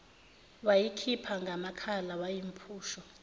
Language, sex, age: Zulu, female, 24